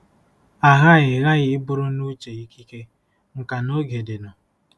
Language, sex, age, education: Igbo, male, 15-29, tertiary